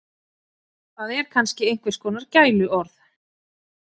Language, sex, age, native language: Icelandic, female, 30-39, Icelandic